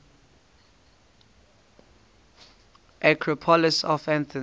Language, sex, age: English, male, 18